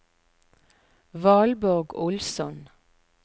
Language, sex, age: Norwegian, female, 41